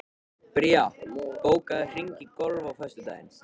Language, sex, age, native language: Icelandic, male, 13, Icelandic